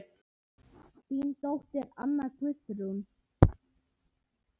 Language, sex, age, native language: Icelandic, male, 9, Icelandic